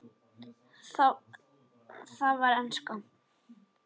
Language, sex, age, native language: Icelandic, male, 10, Icelandic